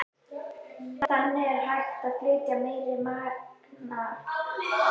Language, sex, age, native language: Icelandic, male, 18-19, Icelandic